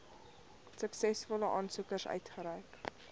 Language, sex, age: Afrikaans, female, 21